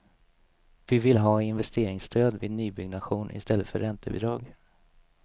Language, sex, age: Swedish, male, 27